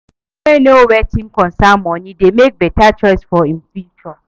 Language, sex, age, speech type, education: Nigerian Pidgin, female, 30-45, read, tertiary